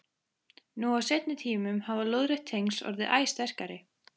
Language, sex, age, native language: Icelandic, female, 14, Icelandic